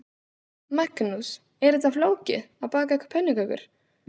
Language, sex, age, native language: Icelandic, female, 16, Icelandic